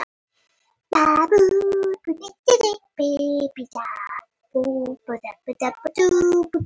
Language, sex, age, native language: Icelandic, female, 30-39, Icelandic